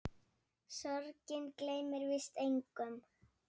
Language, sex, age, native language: Icelandic, female, 7, Icelandic